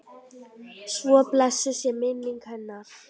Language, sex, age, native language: Icelandic, female, 10, Icelandic